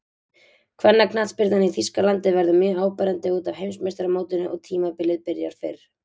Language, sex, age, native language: Icelandic, female, 20-29, Icelandic